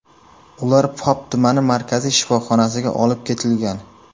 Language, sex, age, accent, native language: Uzbek, male, 18-24, Samarqand, Uzbek